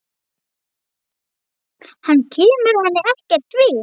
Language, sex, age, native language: Icelandic, male, 7, Icelandic